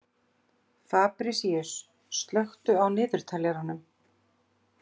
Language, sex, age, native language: Icelandic, female, 40-49, Icelandic